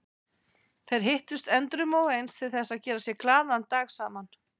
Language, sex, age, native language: Icelandic, female, 40-49, Icelandic